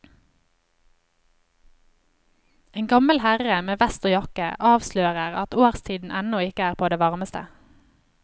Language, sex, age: Norwegian, female, 25